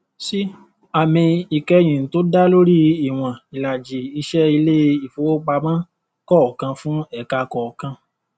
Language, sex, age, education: Yoruba, male, 30-45, tertiary